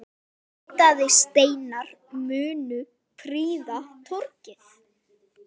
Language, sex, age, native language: Icelandic, female, 10, Icelandic